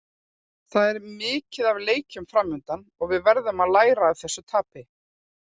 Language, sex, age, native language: Icelandic, female, 40-49, Icelandic